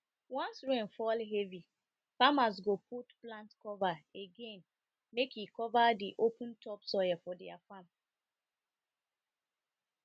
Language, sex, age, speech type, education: Nigerian Pidgin, female, 30-45, spontaneous, tertiary